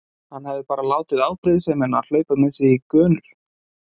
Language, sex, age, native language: Icelandic, male, 20-29, Icelandic